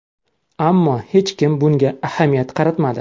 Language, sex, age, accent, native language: Uzbek, male, 25-34, Samarqand, Uzbek